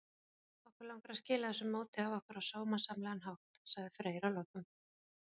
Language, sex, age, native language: Icelandic, female, 40-49, Icelandic